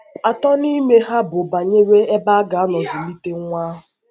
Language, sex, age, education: Igbo, female, 15-29, secondary